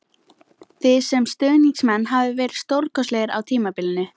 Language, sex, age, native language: Icelandic, female, 18-19, Icelandic